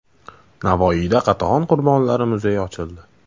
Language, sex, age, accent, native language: Uzbek, male, 18-24, Farg'ona, Uzbek